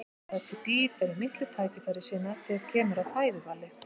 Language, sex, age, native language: Icelandic, female, 50-59, Icelandic